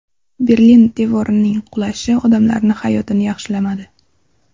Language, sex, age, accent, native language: Uzbek, female, 19-29, Surxondaryo, Uzbek